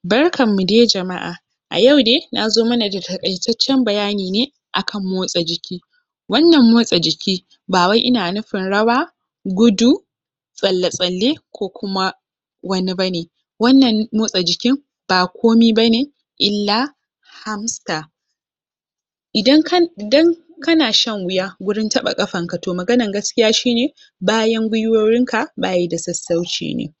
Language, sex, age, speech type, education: Hausa, female, 15-29, spontaneous, tertiary